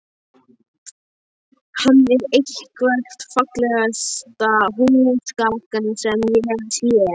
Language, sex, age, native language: Icelandic, male, 13, Icelandic